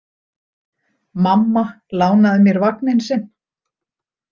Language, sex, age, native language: Icelandic, female, 60-69, Icelandic